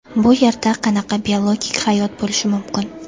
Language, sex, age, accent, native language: Uzbek, female, 18-24, Jizzax, Uzbek